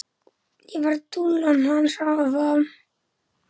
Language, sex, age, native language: Icelandic, male, 10, Icelandic